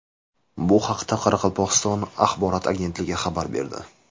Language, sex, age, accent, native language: Uzbek, male, 18-24, Jizzax, Uzbek